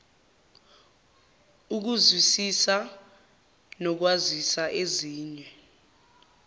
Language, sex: Zulu, male